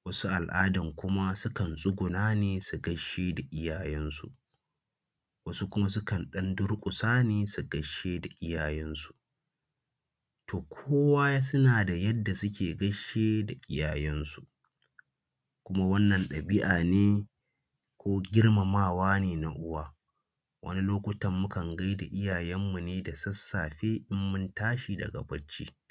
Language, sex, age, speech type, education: Hausa, male, 15-29, spontaneous, secondary